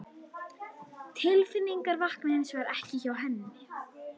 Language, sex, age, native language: Icelandic, female, 21, Icelandic